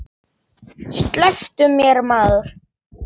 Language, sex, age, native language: Icelandic, male, 8, Icelandic